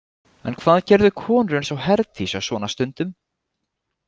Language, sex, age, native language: Icelandic, male, 20-29, Icelandic